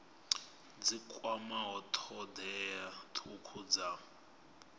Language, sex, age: Venda, male, 24